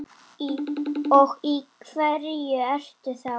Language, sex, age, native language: Icelandic, female, 8, Icelandic